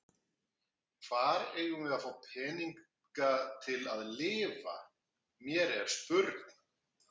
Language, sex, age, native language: Icelandic, male, 50-59, Icelandic